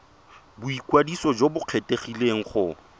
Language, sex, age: Tswana, male, 23